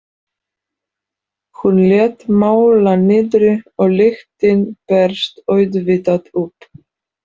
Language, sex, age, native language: Icelandic, female, 40-49, Polish